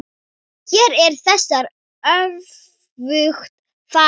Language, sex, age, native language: Icelandic, female, 10, Thai